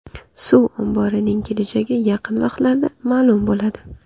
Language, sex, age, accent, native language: Uzbek, female, 18-24, Qashqadaryo, Uzbek